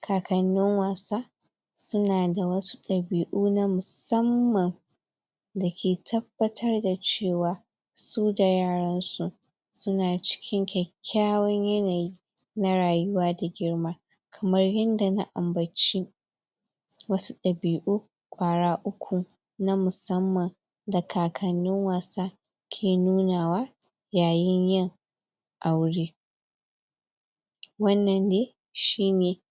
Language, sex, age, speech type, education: Hausa, female, 46-60, spontaneous, tertiary